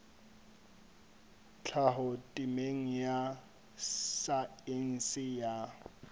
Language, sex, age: Southern Sotho, male, 25